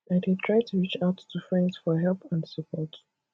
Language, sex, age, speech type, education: Nigerian Pidgin, female, 15-29, spontaneous, tertiary